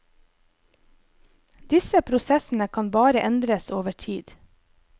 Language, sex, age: Norwegian, female, 25